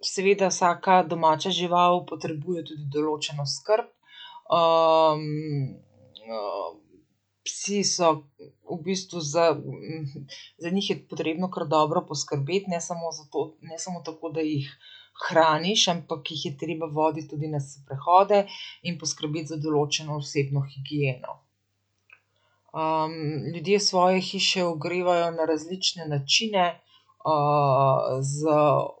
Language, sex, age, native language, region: Slovenian, female, 50-59, Slovenian, Central Slovenia